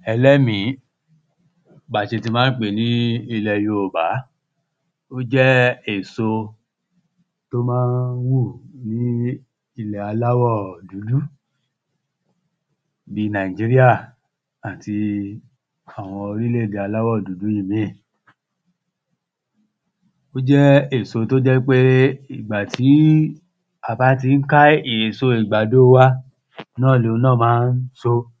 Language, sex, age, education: Yoruba, male, 30-45, tertiary